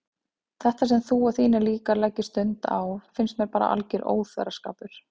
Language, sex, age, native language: Icelandic, female, 30-39, Icelandic